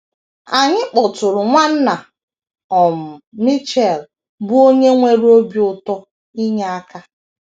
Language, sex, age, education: Igbo, female, 30-45, tertiary